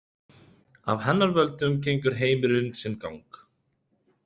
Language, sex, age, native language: Icelandic, male, 30-39, Icelandic